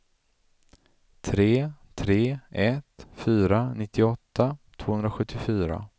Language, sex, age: Swedish, male, 35